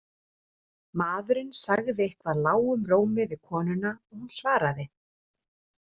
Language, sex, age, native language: Icelandic, female, 30-39, Icelandic